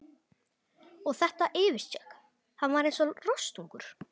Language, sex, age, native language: Icelandic, male, 11, Icelandic